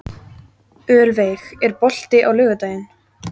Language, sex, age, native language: Icelandic, female, 14, Icelandic